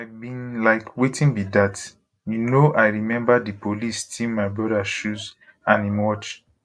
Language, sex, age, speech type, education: Nigerian Pidgin, male, 15-29, spontaneous, tertiary